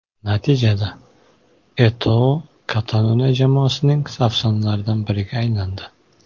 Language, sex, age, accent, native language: Uzbek, male, 18-24, Qoraqalpog'iston, Uzbek